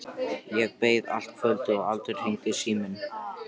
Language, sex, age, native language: Icelandic, male, 13, Icelandic